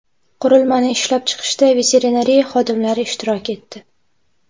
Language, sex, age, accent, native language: Uzbek, female, 12-17, Toshkent viloyati, Uzbek